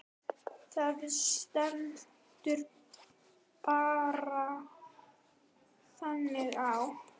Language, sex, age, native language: Icelandic, female, 9, Icelandic